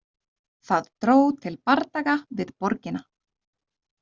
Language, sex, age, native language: Icelandic, female, 30-39, Icelandic